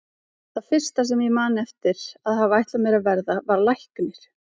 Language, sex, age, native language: Icelandic, female, 30-39, Icelandic